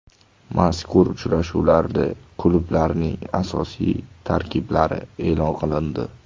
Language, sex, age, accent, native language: Uzbek, male, 18-24, Toshkent shahri, Uzbek